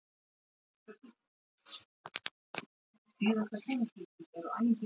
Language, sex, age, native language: Icelandic, female, 40-49, Icelandic